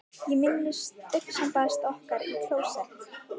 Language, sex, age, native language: Icelandic, female, 12, Icelandic